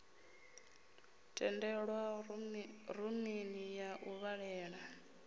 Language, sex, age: Venda, female, 33